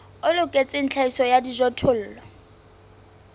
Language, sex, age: Southern Sotho, female, 20